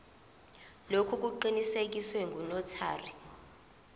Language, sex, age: Zulu, female, 24